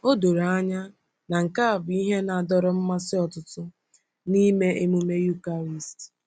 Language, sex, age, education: Igbo, female, 15-29, tertiary